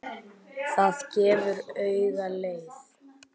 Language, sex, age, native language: Icelandic, male, 10, Icelandic